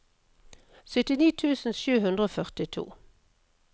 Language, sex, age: Norwegian, female, 57